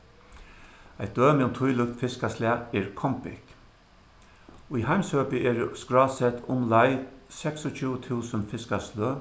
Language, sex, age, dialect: Faroese, male, 61+, Suðuroy